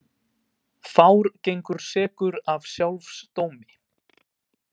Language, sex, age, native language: Icelandic, male, 18-19, Icelandic